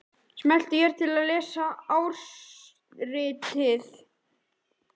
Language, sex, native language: Icelandic, male, Icelandic